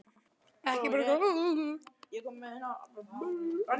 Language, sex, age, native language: Icelandic, male, 12, Icelandic